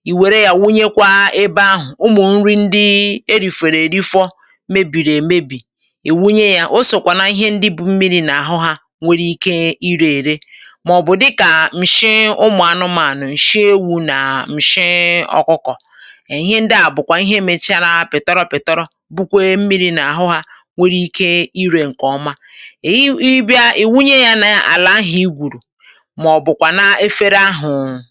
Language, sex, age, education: Igbo, female, 46-60, tertiary